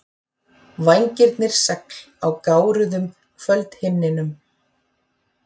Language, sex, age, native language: Icelandic, female, 40-49, Icelandic